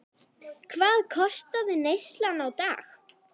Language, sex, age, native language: Icelandic, female, 10, Icelandic